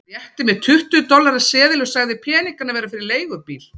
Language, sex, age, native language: Icelandic, female, 40-49, Icelandic